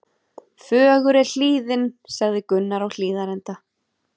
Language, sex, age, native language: Icelandic, female, 30-39, Icelandic